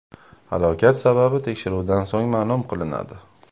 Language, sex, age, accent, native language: Uzbek, male, 25-34, Farg'ona, Uzbek